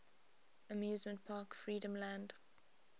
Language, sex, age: English, female, 20